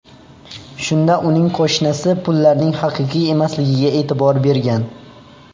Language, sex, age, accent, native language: Uzbek, male, under 19, Xorazm, Uzbek